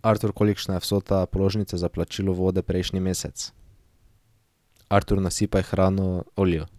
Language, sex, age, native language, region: Slovenian, male, 18-29, Slovenian, Drava region